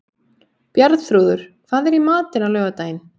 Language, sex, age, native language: Icelandic, female, 18-19, Icelandic